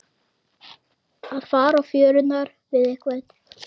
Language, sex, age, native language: Icelandic, female, 30-39, Icelandic